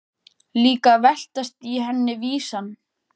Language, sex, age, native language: Icelandic, female, 14, Icelandic